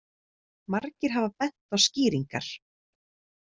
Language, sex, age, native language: Icelandic, female, 30-39, Icelandic